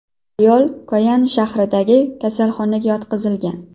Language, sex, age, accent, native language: Uzbek, female, 19-29, Qashqadaryo, Uzbek